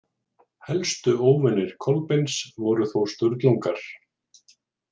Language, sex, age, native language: Icelandic, male, 40-49, Icelandic